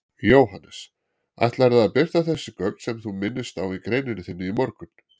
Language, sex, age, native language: Icelandic, male, 40-49, Icelandic